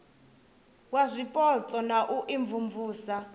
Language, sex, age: Venda, female, 24